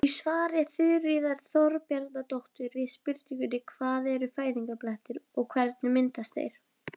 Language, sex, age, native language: Icelandic, female, 20-29, Icelandic